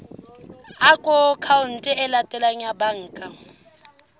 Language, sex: Southern Sotho, female